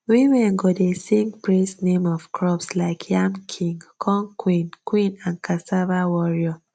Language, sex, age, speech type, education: Nigerian Pidgin, female, 15-29, spontaneous, tertiary